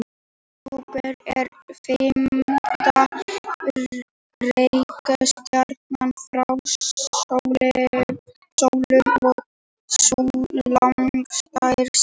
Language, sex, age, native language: Icelandic, female, 18-19, Icelandic